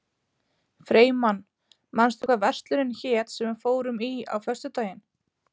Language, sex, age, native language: Icelandic, female, 30-39, Icelandic